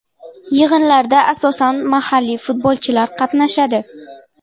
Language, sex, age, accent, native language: Uzbek, female, 18-24, Jizzax, Uzbek